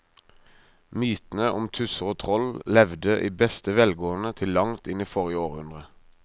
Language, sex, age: Norwegian, male, 23